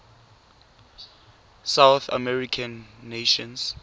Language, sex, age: Tswana, male, 23